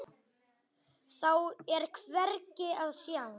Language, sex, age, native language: Icelandic, male, 8, Icelandic